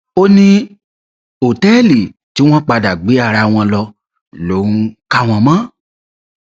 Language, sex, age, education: Yoruba, male, 30-45, tertiary